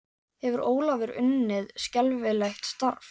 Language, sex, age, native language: Icelandic, female, 14, Icelandic